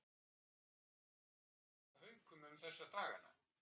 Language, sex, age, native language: Icelandic, male, 60-69, Icelandic